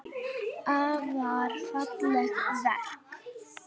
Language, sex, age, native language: Icelandic, female, 9, Icelandic